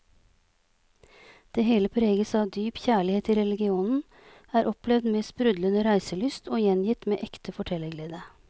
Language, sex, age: Norwegian, female, 46